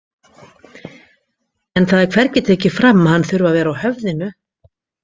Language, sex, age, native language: Icelandic, female, 50-59, Icelandic